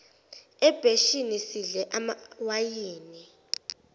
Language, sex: Zulu, female